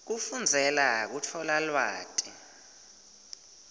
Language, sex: Swati, male